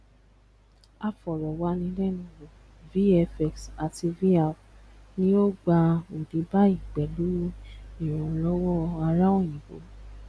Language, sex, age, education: Yoruba, female, 15-29, tertiary